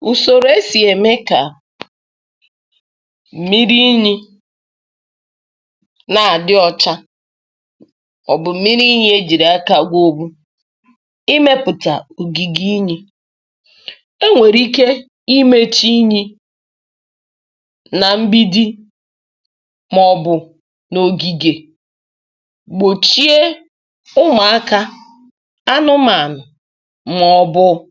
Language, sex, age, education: Igbo, female, 30-45, tertiary